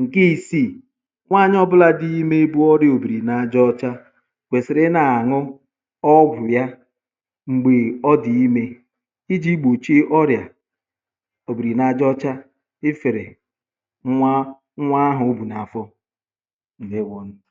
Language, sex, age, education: Igbo, male, 30-45, tertiary